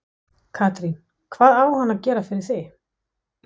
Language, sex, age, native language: Icelandic, female, 60-69, Danish